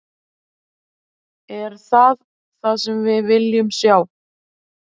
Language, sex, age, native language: Icelandic, female, 30-39, Icelandic